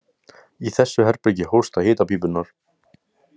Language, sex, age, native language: Icelandic, male, 18-19, Icelandic